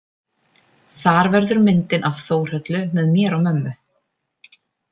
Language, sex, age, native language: Icelandic, female, 30-39, Icelandic